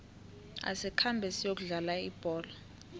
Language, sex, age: South Ndebele, female, 18